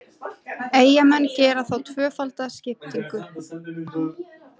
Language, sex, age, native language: Icelandic, female, 20-29, Icelandic